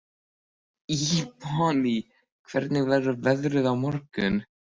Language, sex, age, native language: Icelandic, male, 13, Icelandic